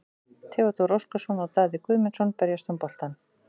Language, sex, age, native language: Icelandic, female, 40-49, Icelandic